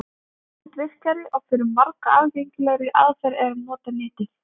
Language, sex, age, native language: Icelandic, female, 20-29, Icelandic